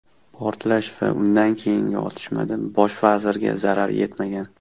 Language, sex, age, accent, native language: Uzbek, male, 19-29, Toshkent shahri, Uzbek